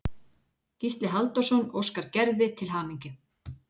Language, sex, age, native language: Icelandic, female, 40-49, Icelandic